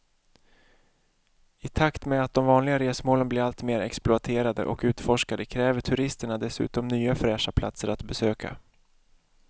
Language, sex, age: Swedish, male, 31